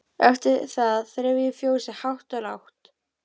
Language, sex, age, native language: Icelandic, female, 12, Icelandic